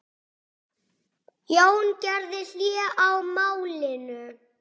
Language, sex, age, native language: Icelandic, male, 6, Icelandic